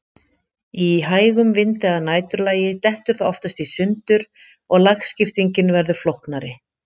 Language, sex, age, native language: Icelandic, female, 50-59, Icelandic